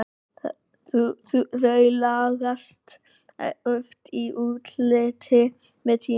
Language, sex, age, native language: Icelandic, male, 18-19, Icelandic